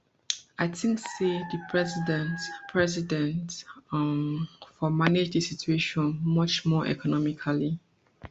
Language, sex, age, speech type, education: Nigerian Pidgin, female, 30-45, spontaneous, tertiary